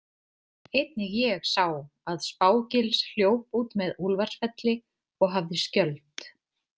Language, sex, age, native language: Icelandic, female, 30-39, Icelandic